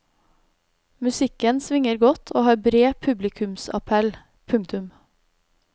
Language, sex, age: Norwegian, female, 32